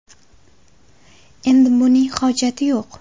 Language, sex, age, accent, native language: Uzbek, female, 18-24, Qashqadaryo, Uzbek